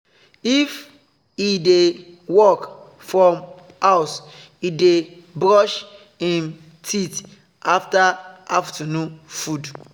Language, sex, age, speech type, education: Nigerian Pidgin, male, 30-45, spontaneous, tertiary